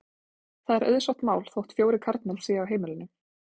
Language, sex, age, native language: Icelandic, female, 20-29, Icelandic